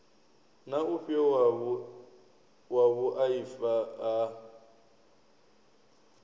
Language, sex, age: Venda, male, 23